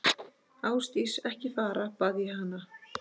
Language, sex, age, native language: Icelandic, female, 12, Icelandic